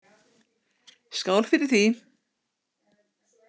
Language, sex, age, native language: Icelandic, female, 60-69, Icelandic